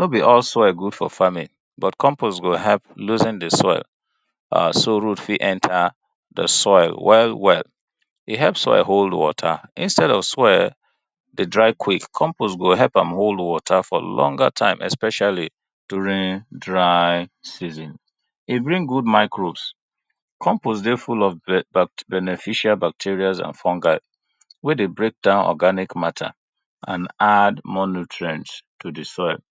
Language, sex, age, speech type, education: Nigerian Pidgin, male, 30-45, spontaneous, tertiary